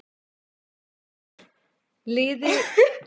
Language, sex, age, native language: Icelandic, female, 40-49, Icelandic